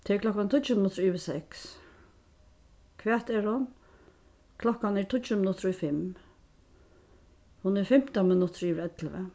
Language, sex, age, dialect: Faroese, female, 36-60, Suðurstreymoy